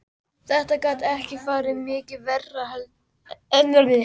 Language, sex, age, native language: Icelandic, male, 12, Icelandic